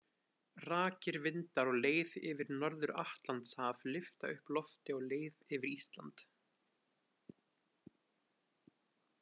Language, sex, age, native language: Icelandic, male, 20-29, Icelandic